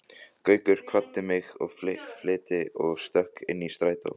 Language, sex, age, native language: Icelandic, other, 14, Icelandic